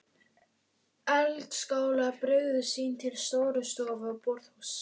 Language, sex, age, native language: Icelandic, female, 12, Icelandic